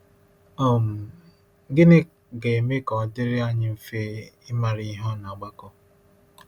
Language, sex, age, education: Igbo, male, 15-29, tertiary